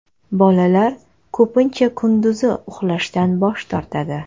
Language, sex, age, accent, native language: Uzbek, female, 25-34, Navoiy, Kazakh